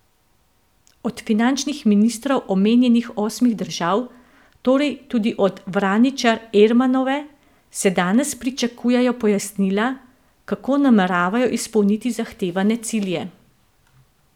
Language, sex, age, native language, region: Slovenian, female, 50-59, Slovenian, Central Slovenia